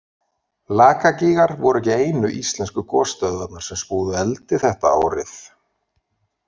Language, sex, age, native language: Icelandic, male, 40-49, Icelandic